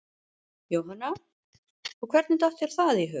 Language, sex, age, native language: Icelandic, female, 50-59, Icelandic